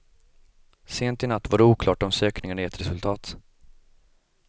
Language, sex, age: Swedish, male, 25